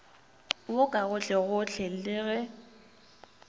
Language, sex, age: Northern Sotho, female, 21